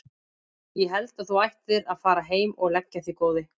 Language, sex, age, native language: Icelandic, female, 50-59, Icelandic